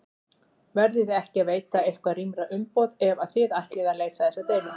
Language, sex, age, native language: Icelandic, female, 40-49, Icelandic